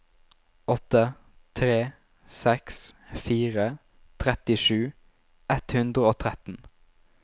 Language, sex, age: Norwegian, male, 19